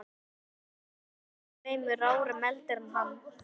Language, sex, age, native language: Icelandic, male, 11, Icelandic